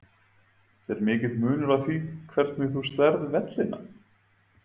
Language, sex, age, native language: Icelandic, male, 30-39, Icelandic